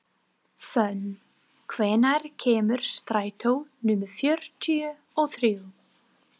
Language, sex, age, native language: Icelandic, female, 30-39, English